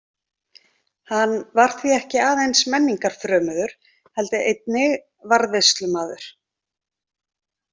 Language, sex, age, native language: Icelandic, female, 40-49, Icelandic